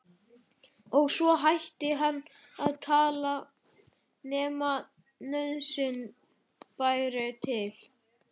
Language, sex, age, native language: Icelandic, male, 11, Icelandic